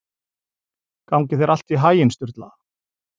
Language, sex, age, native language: Icelandic, male, 40-49, Icelandic